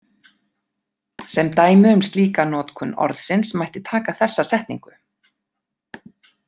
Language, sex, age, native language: Icelandic, female, 50-59, Icelandic